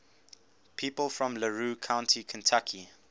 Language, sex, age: English, male, 18